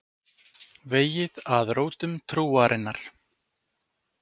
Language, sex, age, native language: Icelandic, male, 40-49, Icelandic